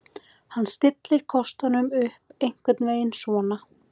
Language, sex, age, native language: Icelandic, female, 18-19, Icelandic